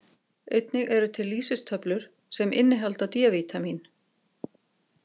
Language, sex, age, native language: Icelandic, female, 50-59, Icelandic